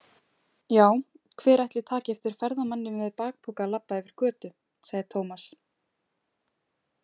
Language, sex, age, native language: Icelandic, female, 20-29, Icelandic